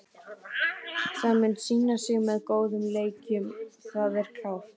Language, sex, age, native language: Icelandic, male, 18-19, Icelandic